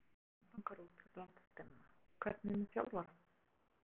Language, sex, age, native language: Icelandic, female, 20-29, Icelandic